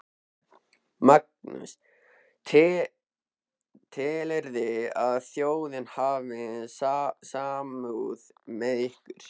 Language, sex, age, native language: Icelandic, male, 13, Icelandic